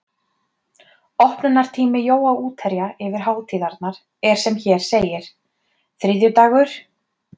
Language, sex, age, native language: Icelandic, female, 30-39, Icelandic